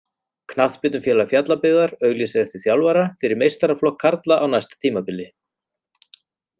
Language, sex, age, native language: Icelandic, male, 40-49, Icelandic